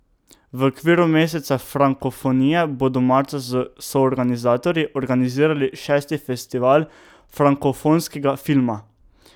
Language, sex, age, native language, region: Slovenian, male, 18-29, Slovenian, Drava region